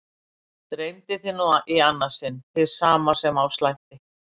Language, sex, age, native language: Icelandic, female, 60-69, Icelandic